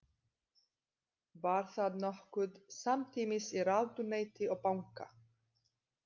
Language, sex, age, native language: Icelandic, female, 30-39, Serbo-Croatian